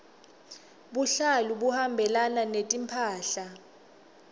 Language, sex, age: Swati, female, 21